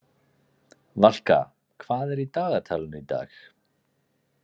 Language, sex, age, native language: Icelandic, male, 40-49, Icelandic